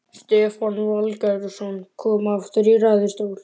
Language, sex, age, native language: Icelandic, male, 12, Icelandic